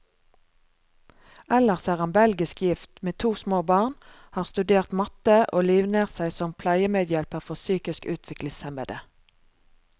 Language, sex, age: Norwegian, female, 36